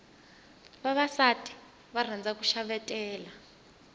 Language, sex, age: Tsonga, female, 20